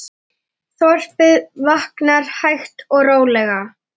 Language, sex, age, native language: Icelandic, female, 9, Icelandic